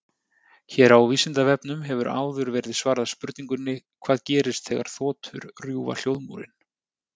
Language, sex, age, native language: Icelandic, male, 30-39, Icelandic